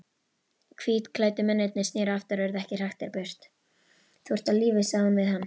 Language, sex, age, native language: Icelandic, female, 12, Icelandic